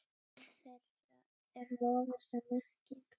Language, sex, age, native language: Icelandic, female, 10, Icelandic